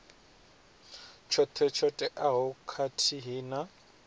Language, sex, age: Venda, male, 20